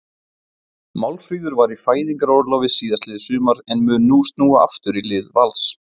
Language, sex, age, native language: Icelandic, male, 20-29, Icelandic